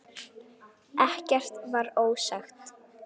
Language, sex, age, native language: Icelandic, female, 9, Icelandic